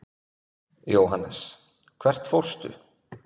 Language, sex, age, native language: Icelandic, male, 20-29, Icelandic